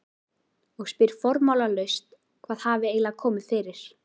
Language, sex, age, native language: Icelandic, female, 12, Icelandic